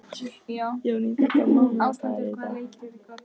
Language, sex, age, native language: Icelandic, other, 14, Icelandic